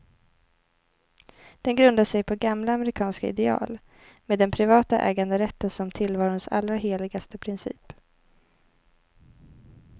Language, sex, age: Swedish, female, 18